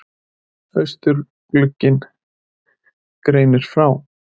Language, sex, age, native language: Icelandic, male, 30-39, Icelandic